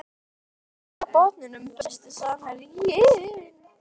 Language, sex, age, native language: Icelandic, female, 12, Icelandic